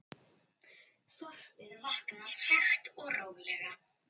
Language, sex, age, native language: Icelandic, female, 10, Icelandic